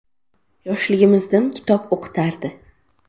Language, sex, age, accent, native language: Uzbek, female, 12-17, Sirdaryo, Uzbek